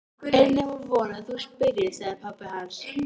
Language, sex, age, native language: Icelandic, female, 13, Icelandic